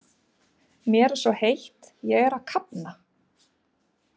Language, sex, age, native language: Icelandic, female, 50-59, Icelandic